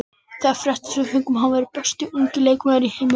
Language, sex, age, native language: Icelandic, other, 60-69, Icelandic